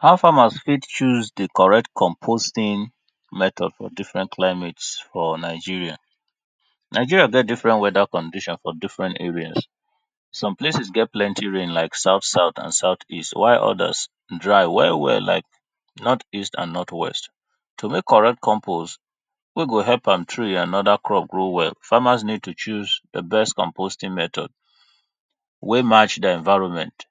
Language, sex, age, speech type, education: Nigerian Pidgin, male, 30-45, spontaneous, tertiary